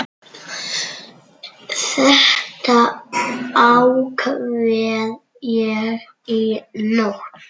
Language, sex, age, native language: Icelandic, male, 9, Icelandic